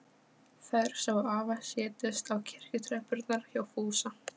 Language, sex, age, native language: Icelandic, female, 15, Polish